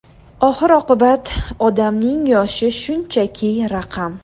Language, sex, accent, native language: Uzbek, female, Andijon, Uzbek